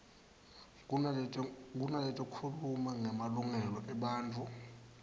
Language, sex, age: Swati, male, 19